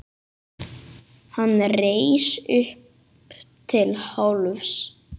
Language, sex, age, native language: Icelandic, male, 8, Icelandic